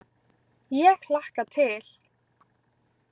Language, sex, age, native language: Icelandic, female, 20-29, Icelandic